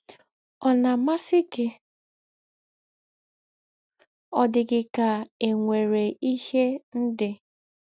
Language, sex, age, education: Igbo, female, 15-29, tertiary